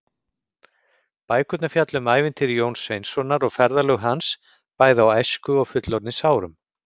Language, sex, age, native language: Icelandic, male, 50-59, Icelandic